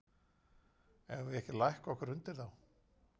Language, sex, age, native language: Icelandic, male, 40-49, Icelandic